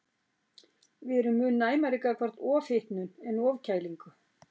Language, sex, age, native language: Icelandic, female, 60-69, Icelandic